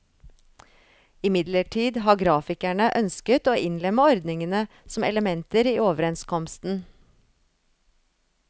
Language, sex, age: Norwegian, female, 35